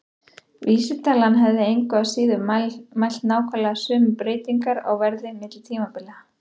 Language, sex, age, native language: Icelandic, female, 30-39, Icelandic